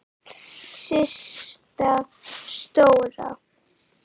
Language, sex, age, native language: Icelandic, female, 9, Icelandic